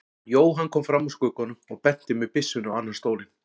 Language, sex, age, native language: Icelandic, male, 40-49, Icelandic